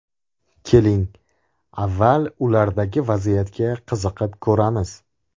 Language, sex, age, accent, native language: Uzbek, male, 18-24, Andijon, Uzbek